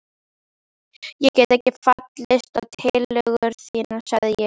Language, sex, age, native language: Icelandic, female, 11, Icelandic